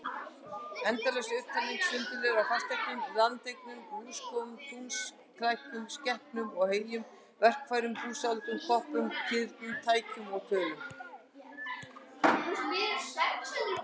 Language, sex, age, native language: Icelandic, female, 60-69, Icelandic